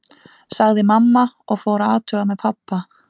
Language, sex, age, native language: Icelandic, female, 30-39, Icelandic